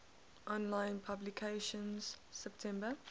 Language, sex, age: English, female, 19